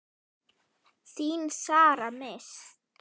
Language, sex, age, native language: Icelandic, female, 9, Icelandic